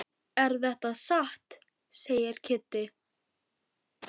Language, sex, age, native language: Icelandic, female, 10, Icelandic